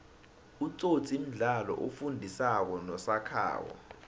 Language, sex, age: South Ndebele, male, 19